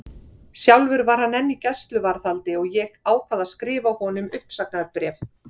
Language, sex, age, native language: Icelandic, female, 50-59, Icelandic